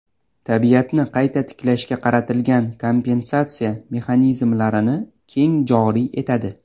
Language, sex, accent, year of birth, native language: Uzbek, male, Toshkent shahri, 2002, Uzbek